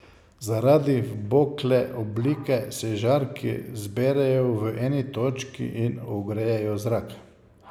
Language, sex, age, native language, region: Slovenian, male, 50-59, Slovenian, Savinja region